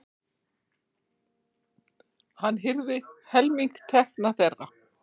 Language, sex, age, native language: Icelandic, female, 40-49, Icelandic